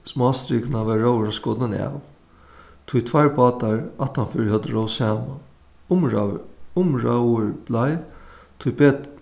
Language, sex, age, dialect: Faroese, male, 61+, Suðuroy